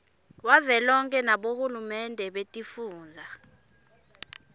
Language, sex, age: Swati, female, 21